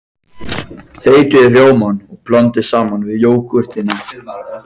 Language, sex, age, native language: Icelandic, male, 14, Icelandic